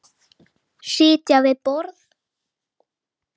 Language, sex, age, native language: Icelandic, male, 8, Icelandic